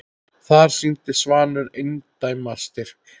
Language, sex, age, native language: Icelandic, male, 10, Icelandic